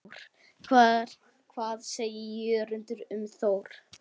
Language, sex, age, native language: Icelandic, male, 8, Icelandic